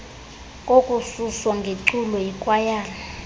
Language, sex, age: Xhosa, female, 22